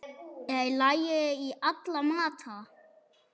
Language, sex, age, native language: Icelandic, female, 7, German